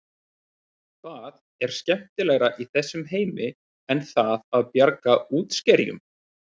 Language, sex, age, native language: Icelandic, male, 30-39, Icelandic